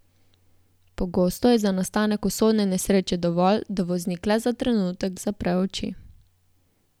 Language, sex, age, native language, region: Slovenian, female, 18-29, Slovenian, Southeast Slovenia